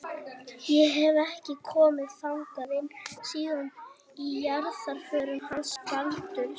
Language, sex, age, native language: Icelandic, female, 18-19, Icelandic